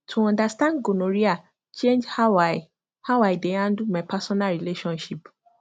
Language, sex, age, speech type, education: Nigerian Pidgin, female, 15-29, spontaneous, tertiary